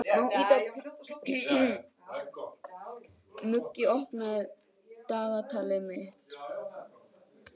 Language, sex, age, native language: Icelandic, female, 18-19, Icelandic